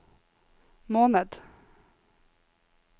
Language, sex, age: Norwegian, female, 26